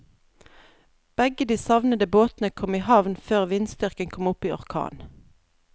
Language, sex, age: Norwegian, female, 32